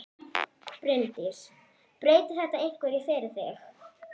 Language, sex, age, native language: Icelandic, female, 11, Icelandic